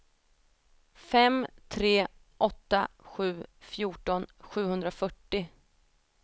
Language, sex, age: Swedish, female, 28